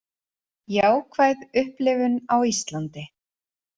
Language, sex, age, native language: Icelandic, female, 40-49, Icelandic